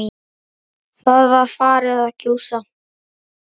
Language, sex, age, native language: Icelandic, male, 10, Icelandic